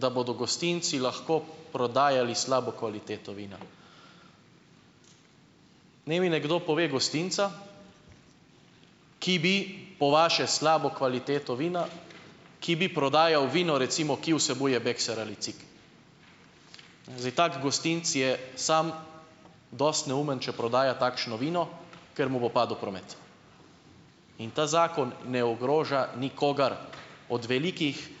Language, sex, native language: Slovenian, male, Slovenian